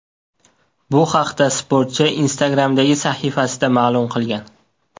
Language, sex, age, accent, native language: Uzbek, male, 18-24, Toshkent viloyati, Uzbek